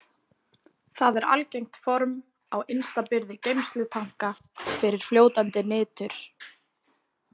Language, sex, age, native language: Icelandic, female, 20-29, Icelandic